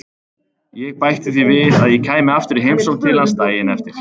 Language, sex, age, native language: Icelandic, male, 30-39, Icelandic